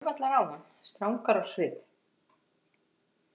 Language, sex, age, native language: Icelandic, female, 50-59, Icelandic